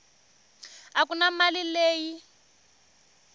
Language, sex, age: Tsonga, female, 21